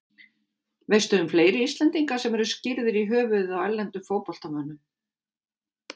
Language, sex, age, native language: Icelandic, female, 50-59, Icelandic